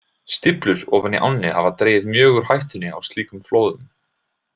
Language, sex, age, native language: Icelandic, male, 20-29, Icelandic